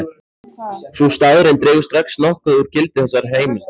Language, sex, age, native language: Icelandic, male, 14, Icelandic